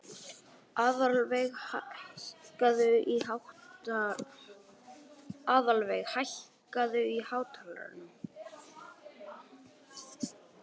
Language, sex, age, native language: Icelandic, male, 18-19, Icelandic